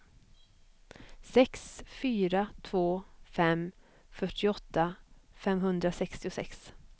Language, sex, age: Swedish, female, 25